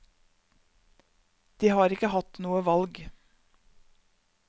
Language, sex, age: Norwegian, female, 31